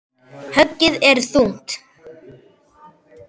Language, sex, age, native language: Icelandic, male, 10, Icelandic